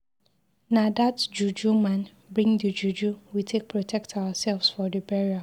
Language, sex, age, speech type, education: Nigerian Pidgin, female, 15-29, read, secondary